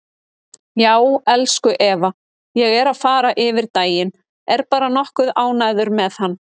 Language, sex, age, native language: Icelandic, female, 30-39, Icelandic